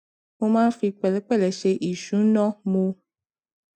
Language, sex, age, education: Yoruba, female, 15-29, secondary